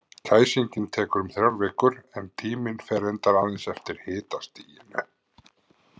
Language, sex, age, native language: Icelandic, male, 50-59, Icelandic